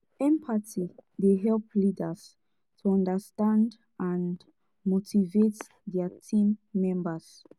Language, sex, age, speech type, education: Nigerian Pidgin, female, 15-29, spontaneous, tertiary